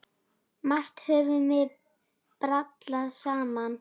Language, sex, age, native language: Icelandic, female, 9, Icelandic